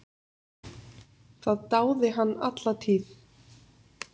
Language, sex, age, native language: Icelandic, female, 30-39, Icelandic